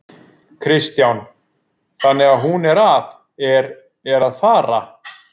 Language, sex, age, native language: Icelandic, male, 40-49, Icelandic